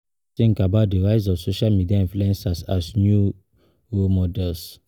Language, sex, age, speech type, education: Nigerian Pidgin, male, 30-45, spontaneous, tertiary